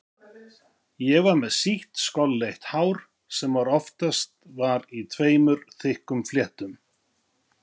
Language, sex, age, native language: Icelandic, male, 50-59, Icelandic